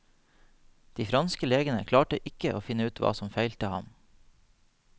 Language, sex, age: Norwegian, male, 30